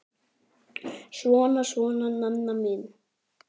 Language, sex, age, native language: Icelandic, male, 9, Icelandic